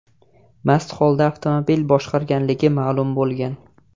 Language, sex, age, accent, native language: Uzbek, male, 18-24, Jizzax, Uzbek